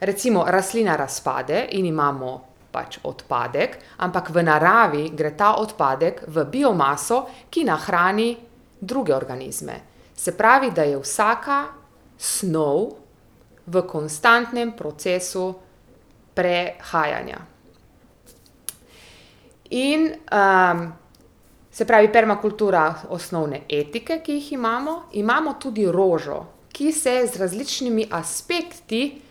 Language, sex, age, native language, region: Slovenian, female, 30-49, Slovenian, Primorsko-notranjska region